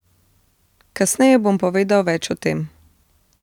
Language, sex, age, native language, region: Slovenian, female, 30-49, Slovenian, Central Slovenia